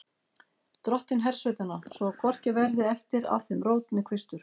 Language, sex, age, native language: Icelandic, female, 50-59, Icelandic